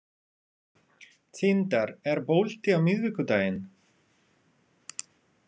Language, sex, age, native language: Icelandic, male, 30-39, Russian